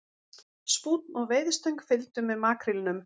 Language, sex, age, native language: Icelandic, female, 40-49, Icelandic